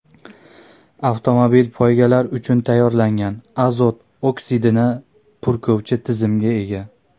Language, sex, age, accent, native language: Uzbek, male, 19-29, Andijon, Uzbek